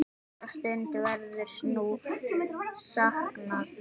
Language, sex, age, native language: Icelandic, male, 9, Icelandic